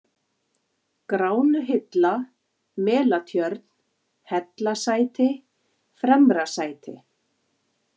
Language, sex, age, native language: Icelandic, female, 40-49, Icelandic